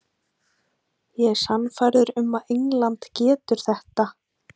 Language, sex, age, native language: Icelandic, female, 20-29, Icelandic